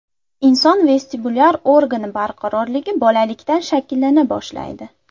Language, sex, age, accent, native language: Uzbek, female, 19-29, Andijon, Uzbek